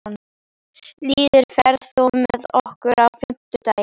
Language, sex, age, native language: Icelandic, female, 11, Icelandic